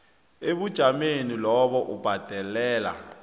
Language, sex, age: South Ndebele, male, 29